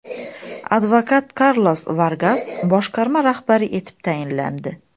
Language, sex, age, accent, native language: Uzbek, female, 25-34, Xorazm, Uzbek